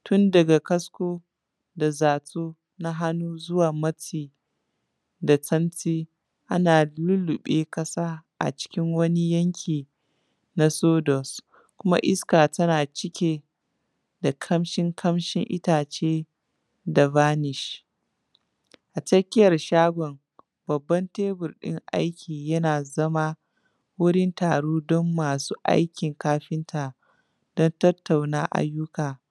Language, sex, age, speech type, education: Hausa, female, 15-29, spontaneous, tertiary